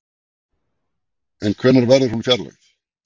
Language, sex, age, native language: Icelandic, male, 40-49, Icelandic